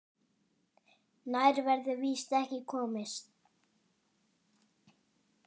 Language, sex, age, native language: Icelandic, male, 10, Icelandic